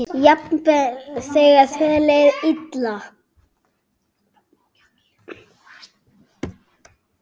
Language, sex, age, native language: Icelandic, male, 7, Icelandic